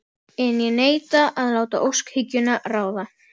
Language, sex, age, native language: Icelandic, female, 12, Icelandic